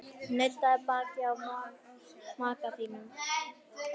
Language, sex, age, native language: Icelandic, female, 10, Icelandic